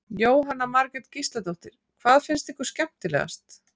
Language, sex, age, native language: Icelandic, female, 40-49, Icelandic